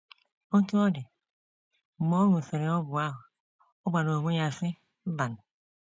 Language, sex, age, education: Igbo, female, 30-45, tertiary